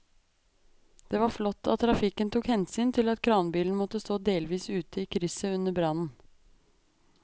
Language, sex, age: Norwegian, female, 23